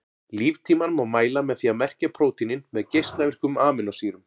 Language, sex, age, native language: Icelandic, male, 40-49, Icelandic